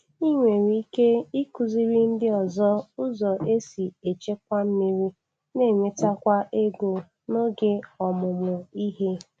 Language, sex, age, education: Igbo, female, 15-29, tertiary